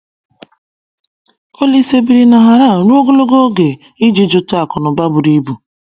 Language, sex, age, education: Igbo, female, 30-45, secondary